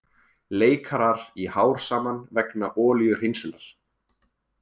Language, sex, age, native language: Icelandic, male, 20-29, Icelandic